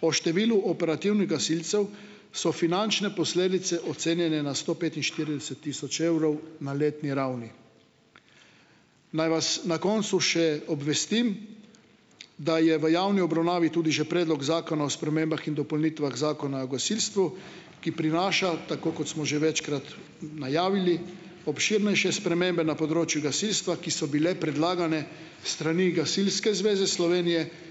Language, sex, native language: Slovenian, male, Slovenian